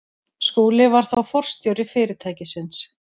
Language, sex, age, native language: Icelandic, female, 30-39, Icelandic